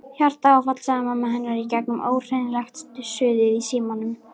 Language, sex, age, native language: Icelandic, female, 13, Icelandic